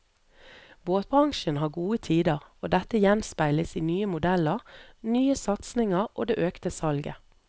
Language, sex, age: Norwegian, female, 38